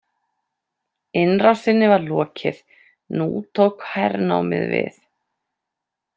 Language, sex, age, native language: Icelandic, female, 30-39, Icelandic